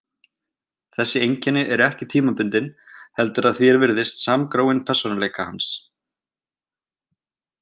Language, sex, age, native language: Icelandic, male, 20-29, Icelandic